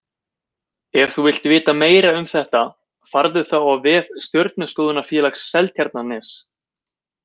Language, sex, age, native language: Icelandic, male, 20-29, Icelandic